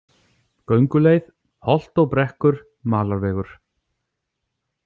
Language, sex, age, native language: Icelandic, male, 40-49, Icelandic